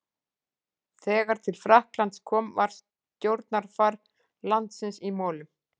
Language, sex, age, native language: Icelandic, female, 40-49, Icelandic